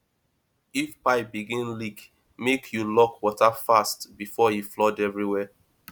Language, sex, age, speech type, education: Nigerian Pidgin, male, 30-45, spontaneous, tertiary